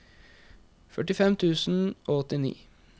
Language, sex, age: Norwegian, male, 21